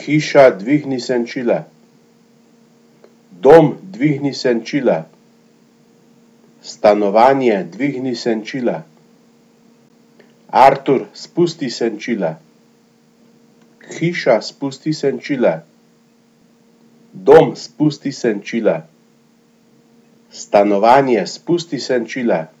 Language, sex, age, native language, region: Slovenian, male, 50-59, Slovenian, Gorenjska region